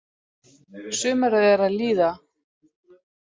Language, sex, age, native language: Icelandic, female, 40-49, Icelandic